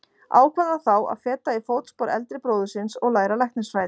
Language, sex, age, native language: Icelandic, female, 40-49, Icelandic